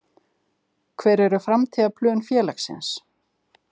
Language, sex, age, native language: Icelandic, female, 50-59, Icelandic